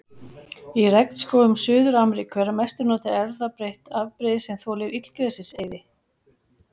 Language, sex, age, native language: Icelandic, female, 40-49, Icelandic